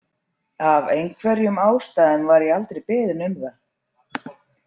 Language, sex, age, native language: Icelandic, female, 40-49, Icelandic